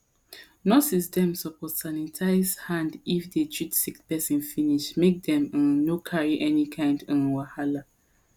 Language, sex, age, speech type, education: Nigerian Pidgin, female, 30-45, spontaneous, tertiary